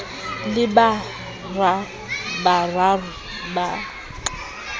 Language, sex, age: Southern Sotho, female, 20